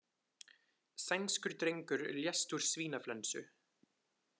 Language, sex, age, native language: Icelandic, male, 20-29, Icelandic